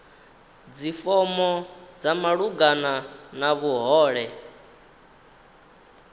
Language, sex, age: Venda, male, 19